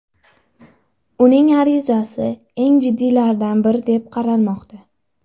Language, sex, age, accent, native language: Uzbek, female, under 19, Andijon, Uzbek